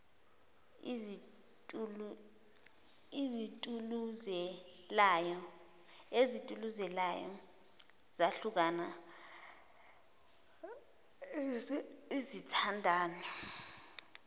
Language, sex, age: Zulu, female, 20